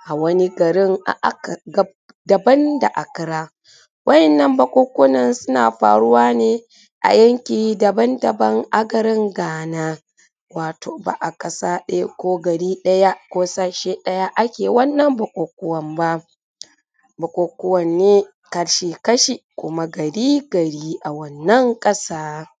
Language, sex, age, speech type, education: Hausa, female, 30-45, spontaneous, tertiary